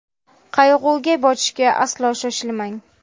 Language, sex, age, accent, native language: Uzbek, female, 19-29, Namangan, Uzbek